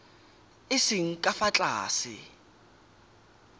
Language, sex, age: Tswana, male, 18